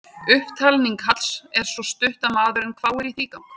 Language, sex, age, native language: Icelandic, female, 30-39, Icelandic